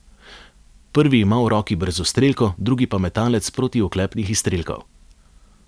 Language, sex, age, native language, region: Slovenian, male, 30-49, Slovenian, Savinja region